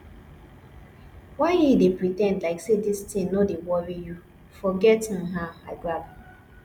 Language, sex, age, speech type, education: Nigerian Pidgin, female, 15-29, spontaneous, tertiary